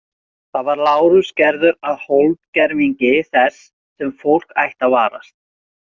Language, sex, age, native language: Icelandic, male, 40-49, Icelandic